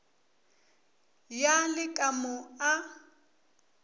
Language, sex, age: Northern Sotho, female, 24